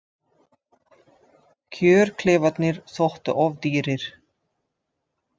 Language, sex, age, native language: Icelandic, female, 50-59, Dutch